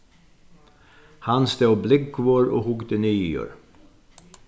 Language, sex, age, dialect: Faroese, male, 61+, Sandoy